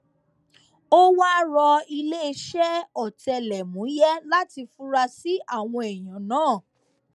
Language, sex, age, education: Yoruba, female, 15-29, tertiary